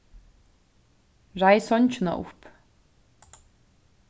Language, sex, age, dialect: Faroese, female, 15-35, Suðurstreymoy